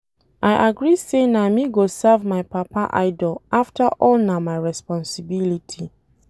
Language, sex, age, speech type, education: Nigerian Pidgin, female, 30-45, read, tertiary